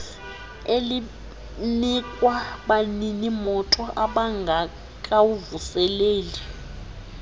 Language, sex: Xhosa, female